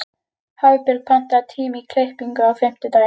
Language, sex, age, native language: Icelandic, female, 11, Icelandic